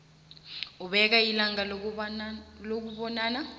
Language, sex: South Ndebele, female